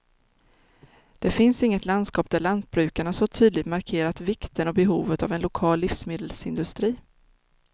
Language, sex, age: Swedish, female, 30